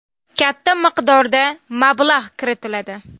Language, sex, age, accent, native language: Uzbek, female, 19-29, Namangan, Uzbek